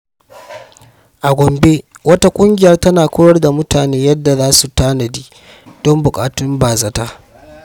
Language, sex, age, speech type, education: Hausa, male, 15-29, read, primary